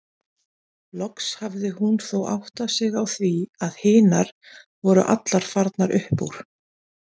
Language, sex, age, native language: Icelandic, female, 40-49, Icelandic